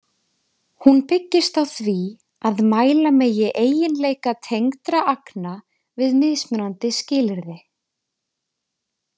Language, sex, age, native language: Icelandic, female, 20-29, Icelandic